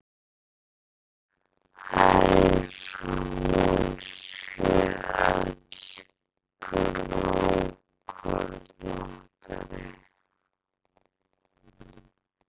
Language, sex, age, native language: Icelandic, female, 11, Icelandic